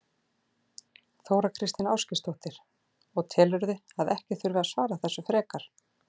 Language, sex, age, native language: Icelandic, female, 40-49, Icelandic